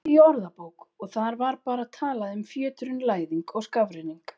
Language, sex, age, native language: Icelandic, female, 40-49, Icelandic